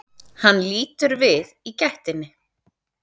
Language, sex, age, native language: Icelandic, female, 30-39, Icelandic